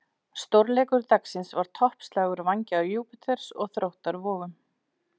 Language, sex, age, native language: Icelandic, female, 40-49, Icelandic